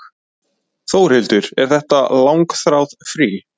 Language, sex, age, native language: Icelandic, male, 20-29, Icelandic